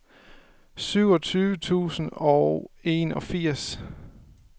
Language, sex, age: Danish, male, 24